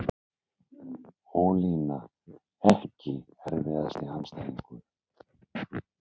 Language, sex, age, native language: Icelandic, male, 60-69, Icelandic